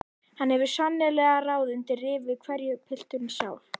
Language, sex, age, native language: Icelandic, female, 11, Icelandic